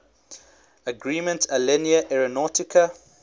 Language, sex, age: English, male, 21